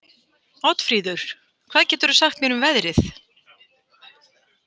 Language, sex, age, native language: Icelandic, female, 50-59, Icelandic